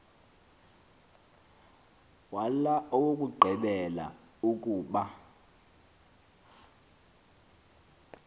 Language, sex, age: Xhosa, male, 23